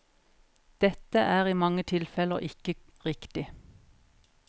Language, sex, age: Norwegian, female, 41